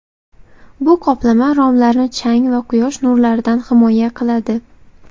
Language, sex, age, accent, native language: Uzbek, female, 18-24, Xorazm, Uzbek